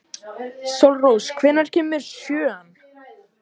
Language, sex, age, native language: Icelandic, male, 14, Icelandic